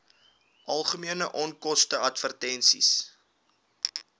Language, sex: Afrikaans, male